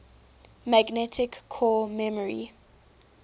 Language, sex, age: English, female, 19